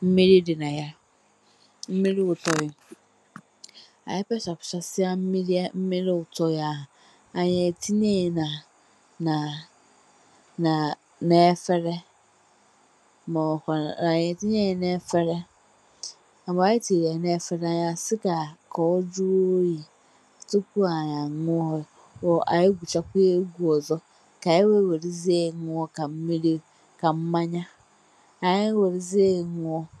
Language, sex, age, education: Igbo, female, 15-29, tertiary